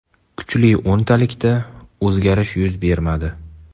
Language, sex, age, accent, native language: Uzbek, male, 18-24, Qashqadaryo, Uzbek